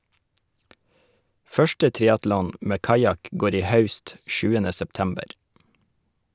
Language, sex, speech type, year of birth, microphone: Norwegian, male, read, 1981, Shure